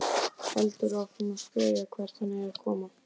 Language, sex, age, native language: Icelandic, male, 12, Icelandic